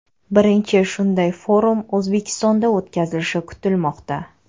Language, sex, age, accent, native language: Uzbek, female, 25-34, Navoiy, Kazakh